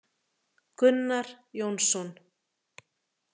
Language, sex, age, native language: Icelandic, female, 30-39, Icelandic